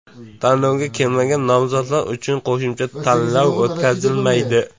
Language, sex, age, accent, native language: Uzbek, male, 18-24, Jizzax, Uzbek